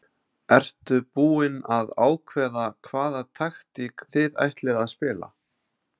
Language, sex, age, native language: Icelandic, male, 30-39, Icelandic